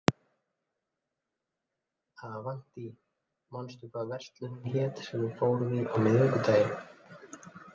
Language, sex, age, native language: Icelandic, male, 30-39, Icelandic